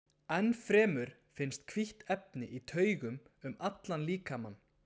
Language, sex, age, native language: Icelandic, male, 20-29, Icelandic